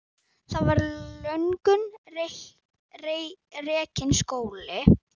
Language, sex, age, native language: Icelandic, female, 9, Icelandic